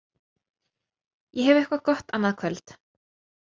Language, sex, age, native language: Icelandic, female, 30-39, Icelandic